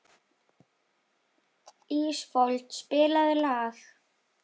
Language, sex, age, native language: Icelandic, female, 12, Icelandic